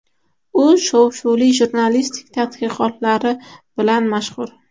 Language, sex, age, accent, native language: Uzbek, female, under 19, Toshkent shahri, Uzbek